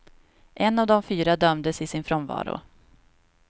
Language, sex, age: Swedish, female, 26